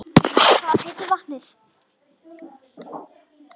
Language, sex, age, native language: Icelandic, female, 10, Icelandic